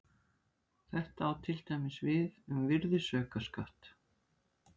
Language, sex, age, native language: Icelandic, female, 60-69, Icelandic